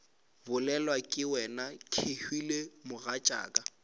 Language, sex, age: Northern Sotho, male, 18